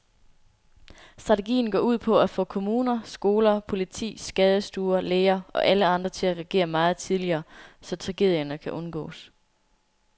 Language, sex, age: Danish, female, 24